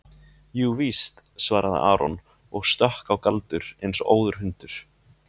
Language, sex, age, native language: Icelandic, male, 20-29, Icelandic